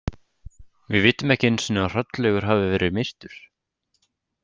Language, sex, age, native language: Icelandic, male, 18-19, Icelandic